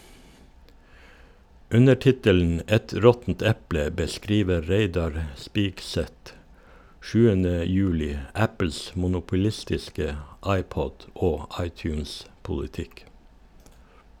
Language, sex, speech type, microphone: Norwegian, male, read, Shure